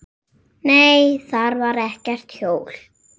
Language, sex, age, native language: Icelandic, female, 7, Icelandic